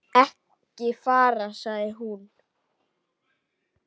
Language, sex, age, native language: Icelandic, male, 9, Icelandic